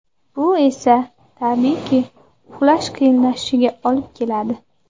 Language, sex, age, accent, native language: Uzbek, female, 18-24, Andijon, Uzbek